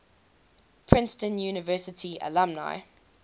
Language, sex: English, female